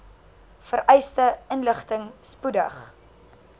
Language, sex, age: Afrikaans, female, 19